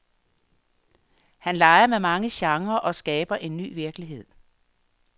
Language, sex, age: Danish, female, 58